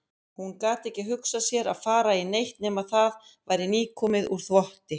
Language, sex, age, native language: Icelandic, female, 50-59, Icelandic